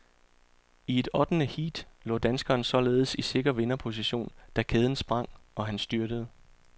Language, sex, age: Danish, male, 34